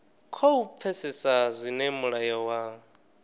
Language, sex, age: Venda, male, 19